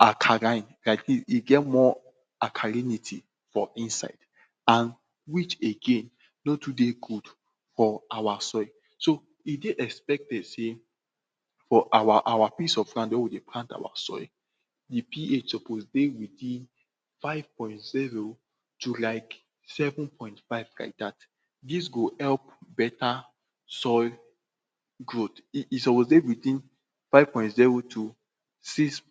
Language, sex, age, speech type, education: Nigerian Pidgin, male, 46-60, spontaneous, tertiary